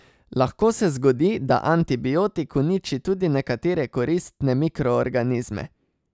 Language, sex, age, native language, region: Slovenian, male, 30-49, Slovenian, Savinja region